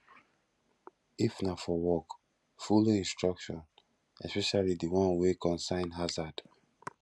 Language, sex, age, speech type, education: Nigerian Pidgin, male, 15-29, spontaneous, tertiary